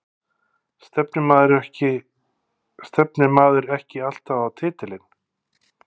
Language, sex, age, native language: Icelandic, male, 50-59, Icelandic